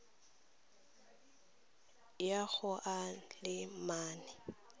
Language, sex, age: Tswana, female, 23